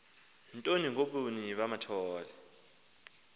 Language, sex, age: Xhosa, male, 19